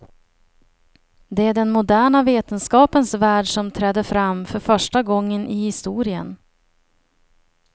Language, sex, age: Swedish, female, 30